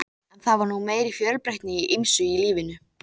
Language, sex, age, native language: Icelandic, female, 13, Icelandic